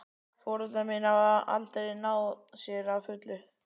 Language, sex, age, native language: Icelandic, male, 12, Icelandic